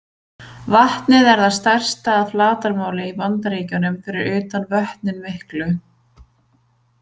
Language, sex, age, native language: Icelandic, female, 20-29, Icelandic